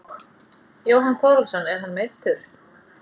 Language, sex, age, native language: Icelandic, female, 40-49, Icelandic